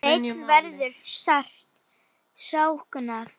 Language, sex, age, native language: Icelandic, female, 8, Icelandic